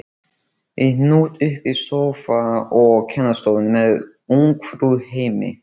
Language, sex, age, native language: Icelandic, male, 13, Icelandic